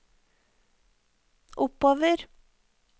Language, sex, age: Norwegian, female, 34